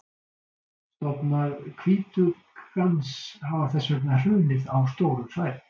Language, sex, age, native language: Icelandic, male, 60-69, Icelandic